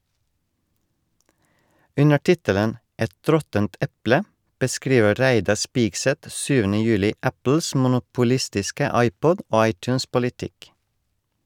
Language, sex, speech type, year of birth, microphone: Norwegian, male, read, 1984, Shure